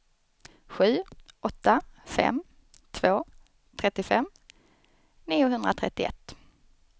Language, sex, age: Swedish, female, 29